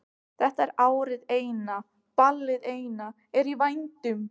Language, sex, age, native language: Icelandic, other, 15, Icelandic